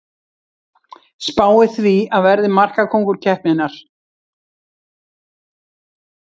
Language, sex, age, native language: Icelandic, female, 60-69, Icelandic